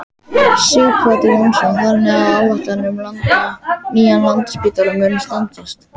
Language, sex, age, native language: Icelandic, male, 12, Icelandic